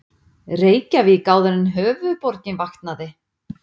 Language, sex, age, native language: Icelandic, female, 50-59, Icelandic